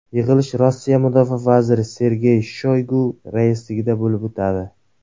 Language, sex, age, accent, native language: Uzbek, male, 19-29, Surxondaryo, Uzbek